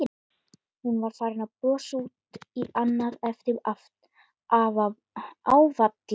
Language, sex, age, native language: Icelandic, female, 12, Icelandic